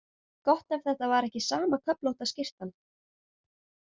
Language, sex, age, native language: Icelandic, female, 18-19, Icelandic